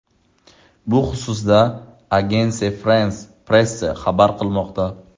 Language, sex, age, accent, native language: Uzbek, male, 18-24, Buxoro, Uzbek